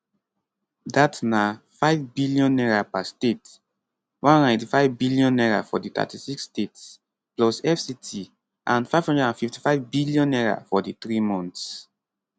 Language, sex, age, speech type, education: Nigerian Pidgin, male, 15-29, spontaneous, tertiary